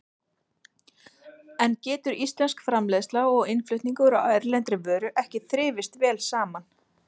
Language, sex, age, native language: Icelandic, female, 40-49, Icelandic